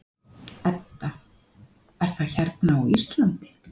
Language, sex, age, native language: Icelandic, female, 50-59, Icelandic